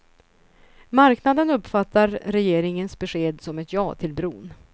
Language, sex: Swedish, female